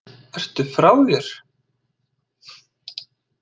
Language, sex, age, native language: Icelandic, male, 60-69, Icelandic